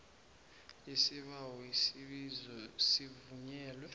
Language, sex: South Ndebele, male